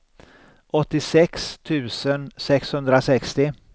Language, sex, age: Swedish, male, 63